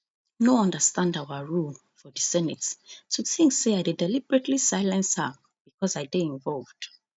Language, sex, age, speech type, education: Nigerian Pidgin, female, 30-45, spontaneous, tertiary